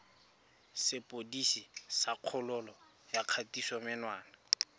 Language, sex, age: Tswana, male, 24